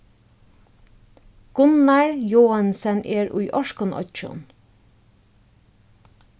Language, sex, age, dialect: Faroese, female, 36-60, Norðurstreymoy/Eysturoy